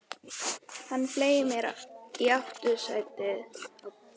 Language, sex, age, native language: Icelandic, female, 18-19, Icelandic